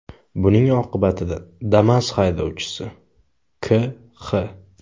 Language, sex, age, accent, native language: Uzbek, male, 18-24, Samarqand, Uzbek